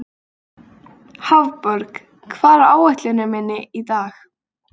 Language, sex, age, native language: Icelandic, female, 20-29, Icelandic